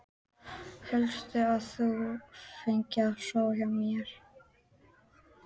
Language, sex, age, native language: Icelandic, female, 12, Icelandic